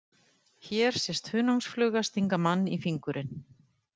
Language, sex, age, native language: Icelandic, female, 50-59, Icelandic